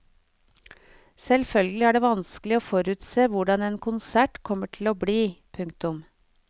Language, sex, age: Norwegian, female, 49